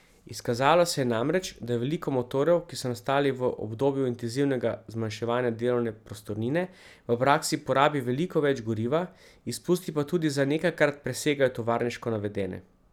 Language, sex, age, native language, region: Slovenian, male, 30-49, Slovenian, Central Slovenia